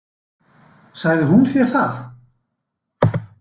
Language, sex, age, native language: Icelandic, male, 60-69, Icelandic